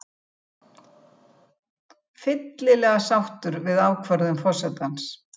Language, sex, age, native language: Icelandic, female, 70-79, Icelandic